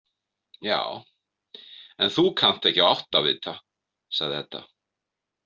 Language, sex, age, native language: Icelandic, male, 50-59, Icelandic